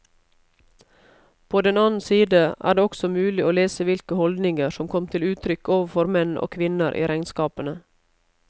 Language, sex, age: Norwegian, female, 31